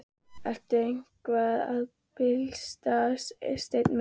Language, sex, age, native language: Icelandic, female, 13, Icelandic